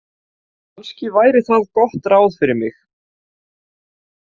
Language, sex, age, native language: Icelandic, male, 18-19, Icelandic